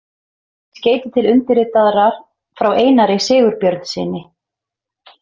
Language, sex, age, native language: Icelandic, female, 30-39, Icelandic